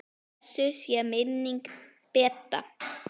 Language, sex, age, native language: Icelandic, female, 9, Icelandic